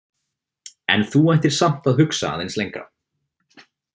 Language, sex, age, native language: Icelandic, male, 20-29, Icelandic